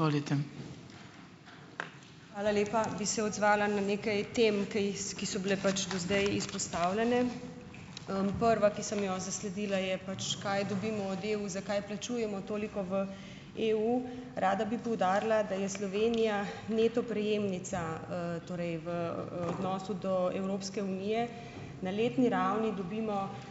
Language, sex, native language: Slovenian, female, Slovenian